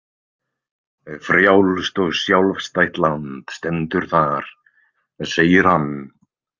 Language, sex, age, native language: Icelandic, male, 20-29, Icelandic